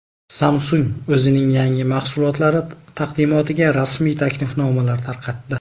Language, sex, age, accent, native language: Uzbek, male, 19-29, Namangan, Uzbek